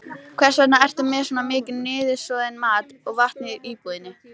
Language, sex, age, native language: Icelandic, female, 18-19, Icelandic